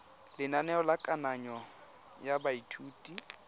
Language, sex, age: Tswana, male, 23